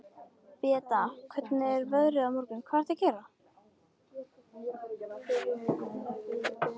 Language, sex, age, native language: Icelandic, female, 13, Icelandic